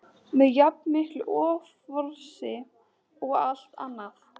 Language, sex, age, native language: Icelandic, female, 13, Icelandic